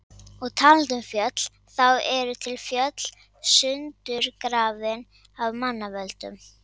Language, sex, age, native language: Icelandic, male, 50-59, Icelandic